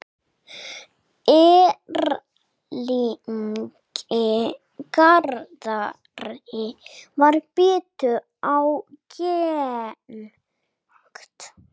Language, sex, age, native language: Icelandic, female, 6, English